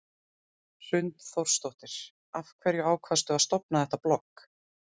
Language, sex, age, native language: Icelandic, female, 30-39, Icelandic